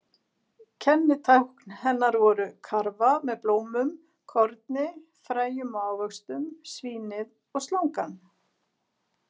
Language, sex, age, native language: Icelandic, female, 60-69, Icelandic